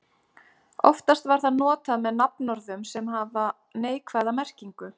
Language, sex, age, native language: Icelandic, female, 30-39, Icelandic